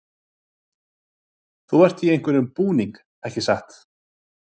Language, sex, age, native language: Icelandic, male, 30-39, Icelandic